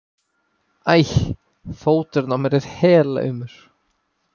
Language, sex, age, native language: Icelandic, male, 18-19, Icelandic